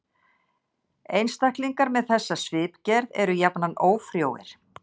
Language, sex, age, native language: Icelandic, female, 60-69, Icelandic